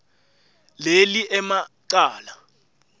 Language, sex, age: Swati, male, 18